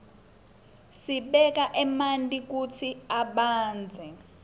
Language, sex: Swati, female